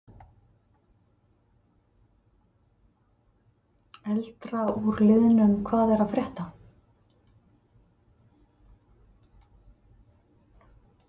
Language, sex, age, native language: Icelandic, female, 50-59, Icelandic